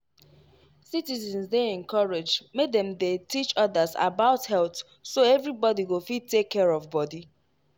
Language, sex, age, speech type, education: Nigerian Pidgin, female, 15-29, spontaneous, tertiary